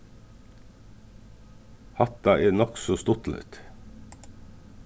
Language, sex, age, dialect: Faroese, male, 36-60, Suðurstreymoy